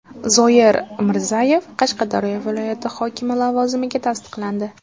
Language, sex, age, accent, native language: Uzbek, female, 18-24, Jizzax, Uzbek